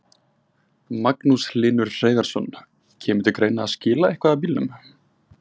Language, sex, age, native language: Icelandic, male, 20-29, Icelandic